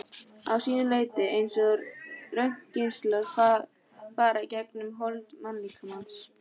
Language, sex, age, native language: Icelandic, female, 15, Icelandic